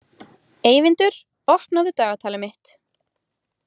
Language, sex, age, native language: Icelandic, female, 20-29, Icelandic